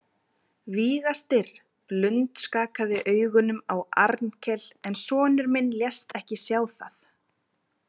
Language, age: Icelandic, 20-29